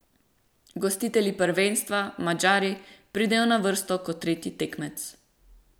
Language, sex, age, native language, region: Slovenian, female, 18-29, Slovenian, Central Slovenia